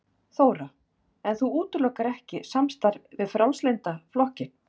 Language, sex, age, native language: Icelandic, female, 40-49, Icelandic